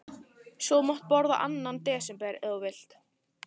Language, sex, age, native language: Icelandic, female, 14, Italian